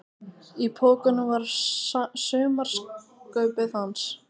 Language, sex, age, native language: Icelandic, female, 18-19, Icelandic